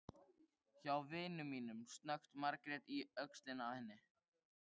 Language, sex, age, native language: Icelandic, male, 13, Icelandic